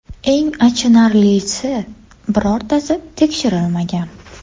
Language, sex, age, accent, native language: Uzbek, female, 18-24, Andijon, Uzbek